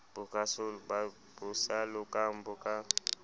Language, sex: Southern Sotho, male